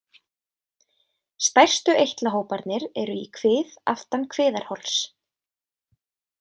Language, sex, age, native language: Icelandic, female, 20-29, Icelandic